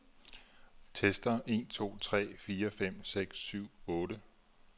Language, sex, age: Danish, male, 34